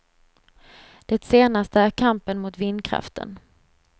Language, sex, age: Swedish, female, 26